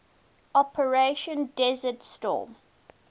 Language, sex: English, female